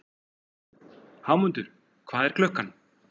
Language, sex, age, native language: Icelandic, male, 40-49, Icelandic